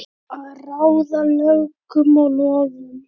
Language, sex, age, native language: Icelandic, male, 8, Icelandic